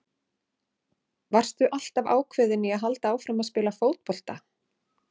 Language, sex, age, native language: Icelandic, female, 40-49, Icelandic